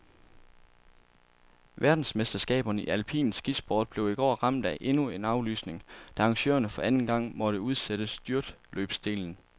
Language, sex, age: Danish, male, 27